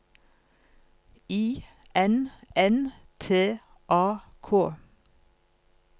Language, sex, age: Norwegian, female, 47